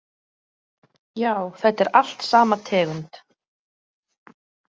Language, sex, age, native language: Icelandic, female, 30-39, Icelandic